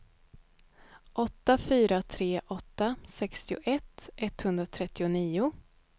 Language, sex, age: Swedish, female, 31